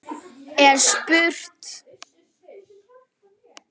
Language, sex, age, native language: Icelandic, female, 9, Icelandic